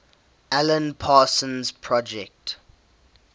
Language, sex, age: English, male, 18